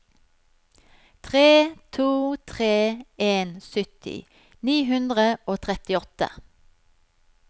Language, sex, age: Norwegian, female, 43